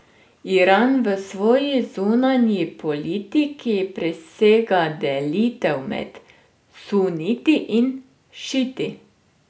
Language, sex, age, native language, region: Slovenian, female, 30-49, Slovenian, Drava region